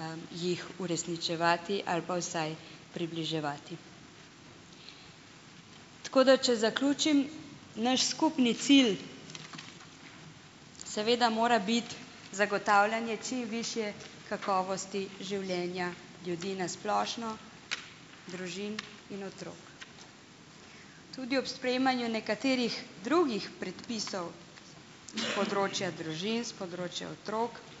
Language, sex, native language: Slovenian, female, Slovenian